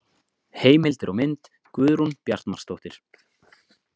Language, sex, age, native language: Icelandic, male, 20-29, Icelandic